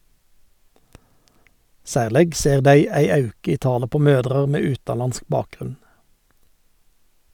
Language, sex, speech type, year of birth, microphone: Norwegian, male, read, 1951, Sennheiser